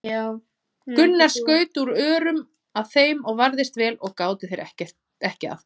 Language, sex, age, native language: Icelandic, female, 30-39, Icelandic